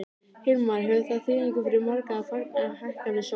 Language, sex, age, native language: Icelandic, female, 13, Icelandic